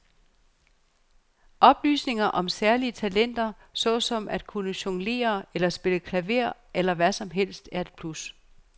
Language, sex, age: Danish, female, 49